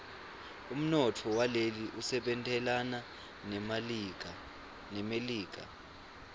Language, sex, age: Swati, male, 23